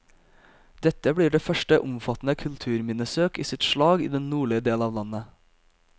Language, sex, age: Norwegian, male, 22